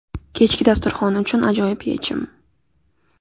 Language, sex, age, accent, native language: Uzbek, female, 18-24, Navoiy, Uzbek